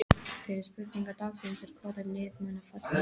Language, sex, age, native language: Icelandic, female, 13, English